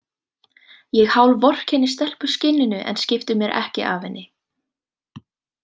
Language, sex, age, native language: Icelandic, female, 18-19, Icelandic